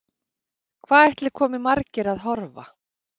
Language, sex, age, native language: Icelandic, female, 40-49, Icelandic